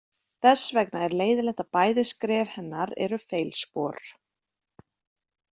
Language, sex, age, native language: Icelandic, female, 30-39, Icelandic